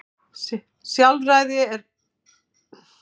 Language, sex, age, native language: Icelandic, female, 50-59, Icelandic